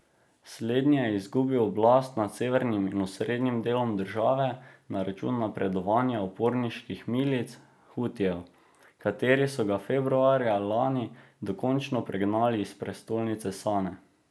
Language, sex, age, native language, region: Slovenian, male, 18-29, Slovenian, Drava region